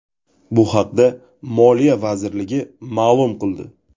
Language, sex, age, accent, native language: Uzbek, male, 18-24, Toshkent viloyati, Uzbek